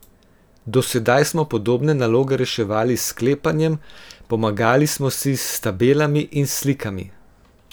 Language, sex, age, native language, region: Slovenian, female, 18-29, Slovenian, Gorenjska region